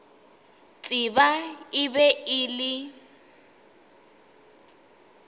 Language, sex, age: Northern Sotho, female, 20